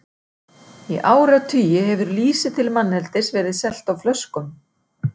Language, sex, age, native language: Icelandic, female, 60-69, Icelandic